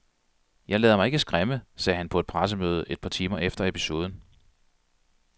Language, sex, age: Danish, male, 42